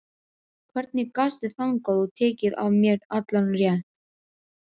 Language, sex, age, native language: Icelandic, female, 12, Icelandic